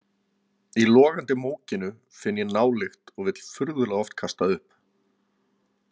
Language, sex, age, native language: Icelandic, male, 40-49, Icelandic